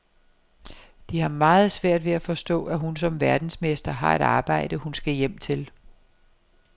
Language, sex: Danish, female